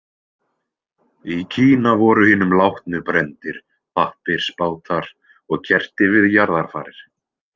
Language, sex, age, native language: Icelandic, male, 20-29, Icelandic